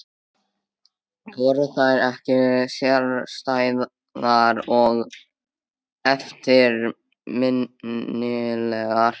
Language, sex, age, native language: Icelandic, male, 13, Icelandic